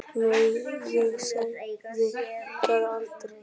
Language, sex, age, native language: Icelandic, male, 9, Icelandic